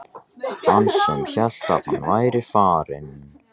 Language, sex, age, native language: Icelandic, male, 14, Icelandic